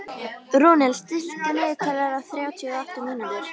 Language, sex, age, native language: Icelandic, female, 13, Icelandic